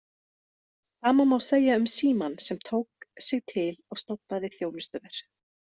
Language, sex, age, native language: Icelandic, female, 30-39, Icelandic